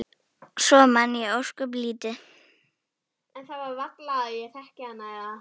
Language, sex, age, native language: Icelandic, female, 10, Icelandic